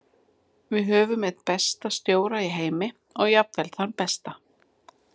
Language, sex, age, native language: Icelandic, female, 40-49, Icelandic